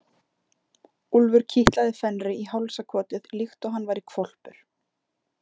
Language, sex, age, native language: Icelandic, female, 20-29, Icelandic